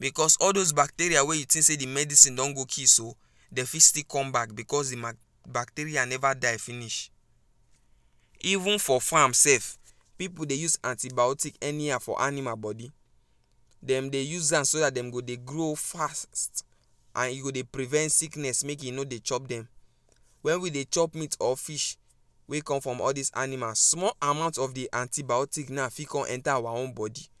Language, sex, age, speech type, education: Nigerian Pidgin, female, 15-29, spontaneous, tertiary